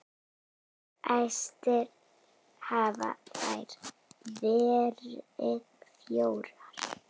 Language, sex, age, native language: Icelandic, female, 9, Icelandic